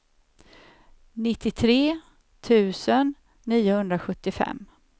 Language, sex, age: Swedish, female, 54